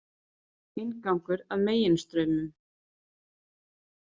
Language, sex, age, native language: Icelandic, female, 30-39, Icelandic